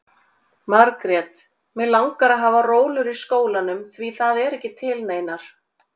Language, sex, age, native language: Icelandic, female, 40-49, Icelandic